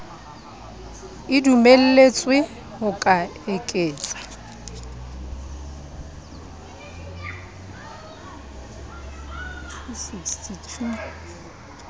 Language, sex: Southern Sotho, female